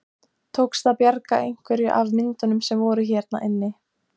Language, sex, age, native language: Icelandic, female, 14, Icelandic